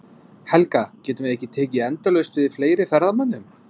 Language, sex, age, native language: Icelandic, male, 20-29, English